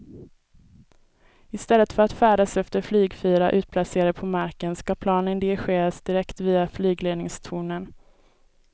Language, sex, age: Swedish, female, 24